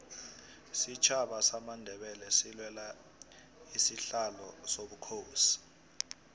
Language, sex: South Ndebele, male